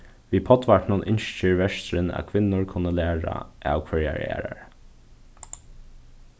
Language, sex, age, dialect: Faroese, male, 15-35, Suðurstreymoy